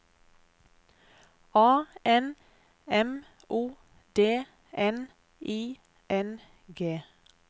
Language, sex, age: Norwegian, female, 32